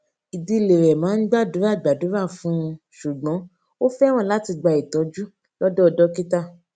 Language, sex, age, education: Yoruba, female, 15-29, tertiary